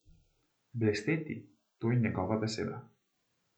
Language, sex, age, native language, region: Slovenian, male, 18-29, Slovenian, Central Slovenia